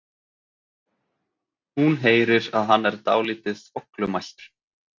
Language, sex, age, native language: Icelandic, male, 30-39, Icelandic